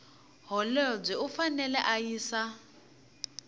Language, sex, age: Tsonga, female, 21